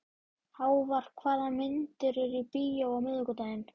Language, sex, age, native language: Icelandic, female, 12, Icelandic